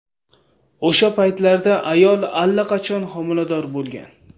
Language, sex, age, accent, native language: Uzbek, male, 18-24, Samarqand, Uzbek